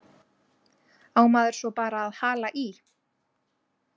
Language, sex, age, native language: Icelandic, female, 20-29, Icelandic